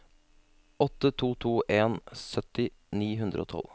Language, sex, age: Norwegian, male, 32